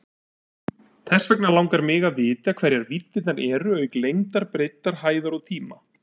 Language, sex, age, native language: Icelandic, male, 30-39, Icelandic